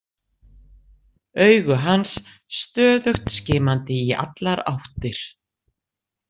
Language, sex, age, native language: Icelandic, female, 60-69, Icelandic